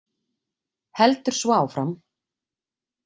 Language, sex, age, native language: Icelandic, female, 40-49, Icelandic